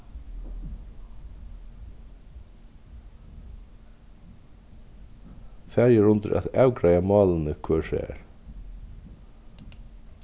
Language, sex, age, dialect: Faroese, male, 36-60, Vágar